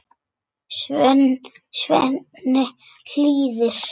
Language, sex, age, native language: Icelandic, male, 6, Icelandic